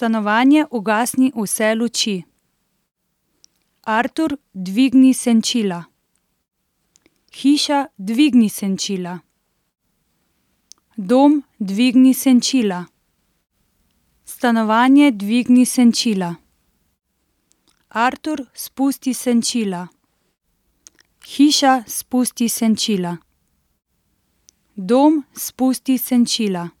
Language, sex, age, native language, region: Slovenian, female, 30-49, Slovenian, Central Slovenia